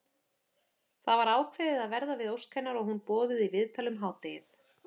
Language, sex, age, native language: Icelandic, female, 30-39, Icelandic